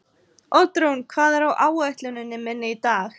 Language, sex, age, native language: Icelandic, female, 30-39, Icelandic